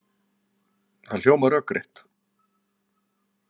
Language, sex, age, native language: Icelandic, male, 40-49, Icelandic